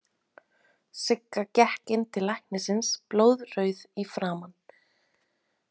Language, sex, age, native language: Icelandic, female, 30-39, Icelandic